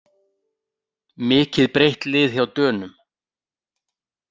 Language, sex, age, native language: Icelandic, male, 40-49, Icelandic